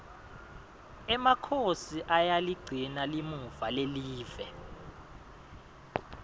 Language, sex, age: Swati, male, 22